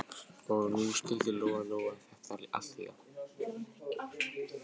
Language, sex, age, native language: Icelandic, male, 14, Icelandic